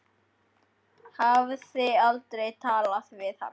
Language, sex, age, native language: Icelandic, male, 10, Icelandic